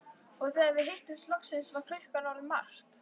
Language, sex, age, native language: Icelandic, female, 11, Icelandic